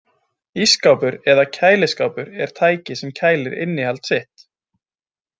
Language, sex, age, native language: Icelandic, male, 20-29, Icelandic